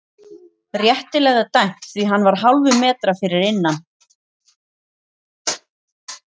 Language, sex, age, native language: Icelandic, female, 40-49, Icelandic